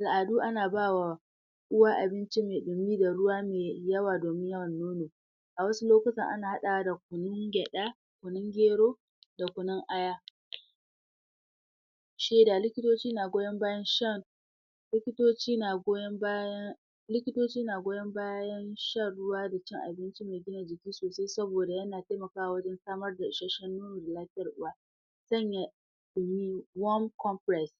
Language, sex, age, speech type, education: Hausa, female, 46-60, spontaneous, tertiary